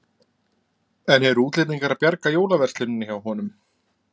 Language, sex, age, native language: Icelandic, male, 20-29, Icelandic